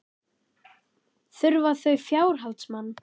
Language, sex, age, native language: Icelandic, male, 11, Icelandic